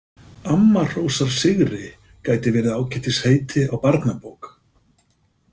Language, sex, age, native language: Icelandic, male, 50-59, Icelandic